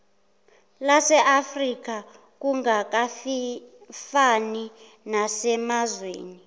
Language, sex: Zulu, female